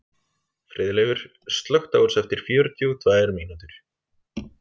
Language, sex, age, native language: Icelandic, male, 30-39, Icelandic